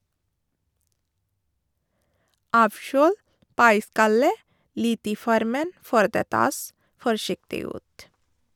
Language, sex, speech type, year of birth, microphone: Norwegian, female, read, 1983, Shure